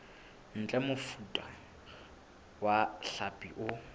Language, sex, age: Southern Sotho, male, 22